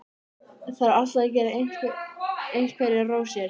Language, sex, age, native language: Icelandic, female, 13, Icelandic